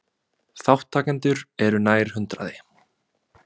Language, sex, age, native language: Icelandic, male, 20-29, Icelandic